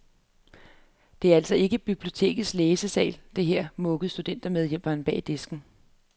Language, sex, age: Danish, female, 33